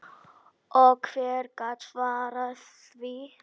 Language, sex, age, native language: Icelandic, female, 8, Icelandic